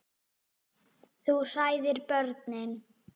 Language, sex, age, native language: Icelandic, female, 6, Icelandic